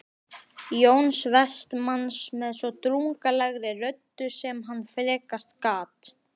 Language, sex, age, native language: Icelandic, male, 11, Icelandic